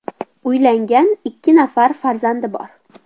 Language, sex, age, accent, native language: Uzbek, female, under 19, Farg'ona, Uzbek